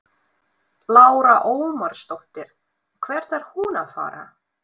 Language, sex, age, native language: Icelandic, female, 20-29, Russian